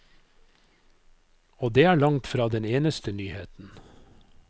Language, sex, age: Norwegian, male, 55